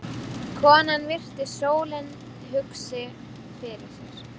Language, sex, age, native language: Icelandic, female, 12, Icelandic